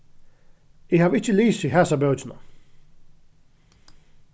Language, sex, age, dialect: Faroese, male, 36-60, Norðuroyggjar